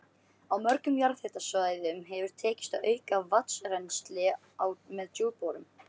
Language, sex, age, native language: Icelandic, male, 13, Icelandic